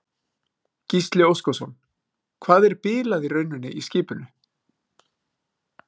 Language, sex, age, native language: Icelandic, male, 30-39, Icelandic